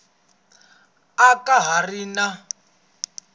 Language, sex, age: Tsonga, male, 26